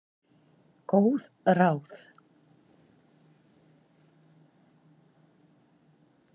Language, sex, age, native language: Icelandic, female, 40-49, Icelandic